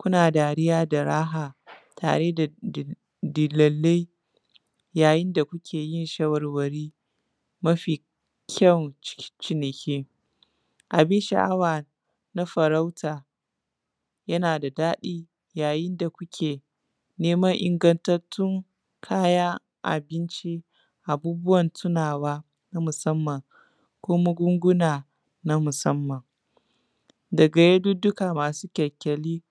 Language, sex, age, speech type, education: Hausa, female, 15-29, spontaneous, tertiary